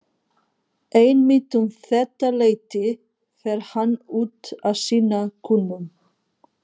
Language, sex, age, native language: Icelandic, female, 50-59, Portuguese